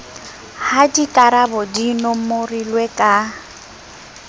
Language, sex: Southern Sotho, female